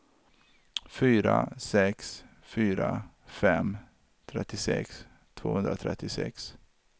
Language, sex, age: Swedish, male, 33